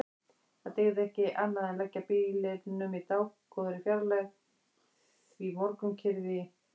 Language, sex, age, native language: Icelandic, female, 60-69, Icelandic